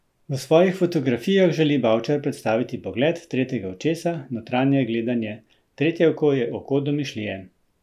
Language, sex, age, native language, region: Slovenian, male, 50-59, Slovenian, Central Slovenia